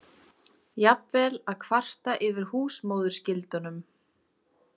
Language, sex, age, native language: Icelandic, female, 20-29, Icelandic